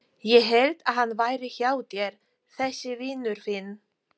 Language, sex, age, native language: Icelandic, female, 40-49, Polish